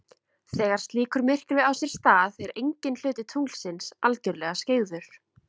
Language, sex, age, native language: Icelandic, female, 20-29, Icelandic